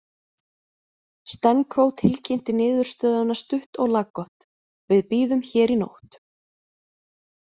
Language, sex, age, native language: Icelandic, female, 20-29, Icelandic